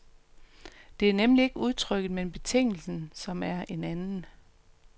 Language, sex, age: Danish, female, 45